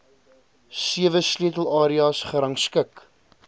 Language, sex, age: Afrikaans, male, 20